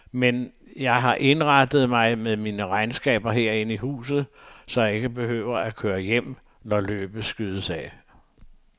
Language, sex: Danish, male